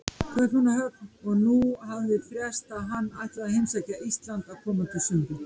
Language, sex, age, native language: Icelandic, female, 50-59, Icelandic